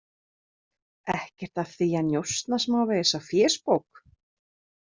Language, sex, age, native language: Icelandic, female, 30-39, Icelandic